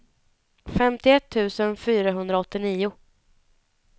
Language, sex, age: Swedish, female, 19